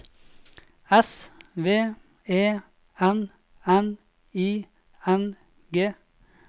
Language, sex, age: Norwegian, male, 26